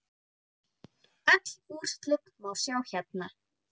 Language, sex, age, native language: Icelandic, female, 9, Icelandic